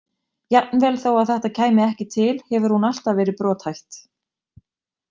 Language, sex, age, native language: Icelandic, female, 20-29, Icelandic